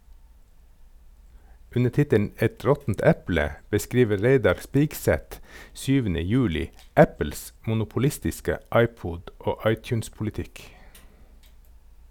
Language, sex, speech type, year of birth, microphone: Norwegian, male, read, 1969, Sennheiser